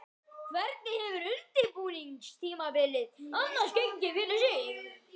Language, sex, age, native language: Icelandic, other, 11, Icelandic